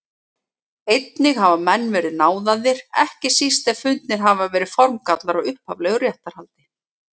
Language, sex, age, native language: Icelandic, female, 30-39, Icelandic